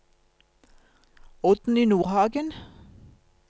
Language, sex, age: Norwegian, female, 47